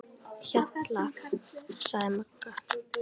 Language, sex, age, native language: Icelandic, female, 10, Icelandic